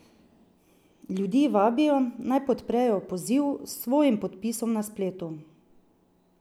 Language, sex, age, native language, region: Slovenian, female, 30-49, Slovenian, Drava region